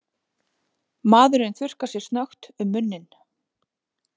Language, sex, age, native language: Icelandic, female, 40-49, Icelandic